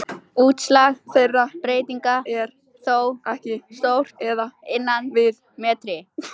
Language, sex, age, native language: Icelandic, female, 18-19, Icelandic